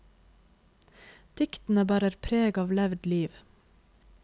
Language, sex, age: Norwegian, female, 26